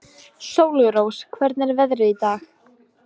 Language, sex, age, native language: Icelandic, female, 15, Polish